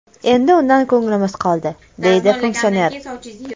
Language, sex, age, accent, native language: Uzbek, female, under 19, Toshkent viloyati, Uzbek